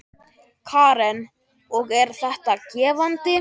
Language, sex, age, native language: Icelandic, male, 10, Icelandic